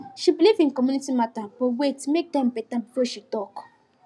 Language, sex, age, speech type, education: Nigerian Pidgin, female, 15-29, spontaneous, tertiary